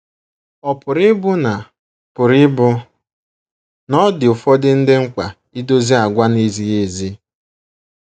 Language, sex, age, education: Igbo, female, 15-29, tertiary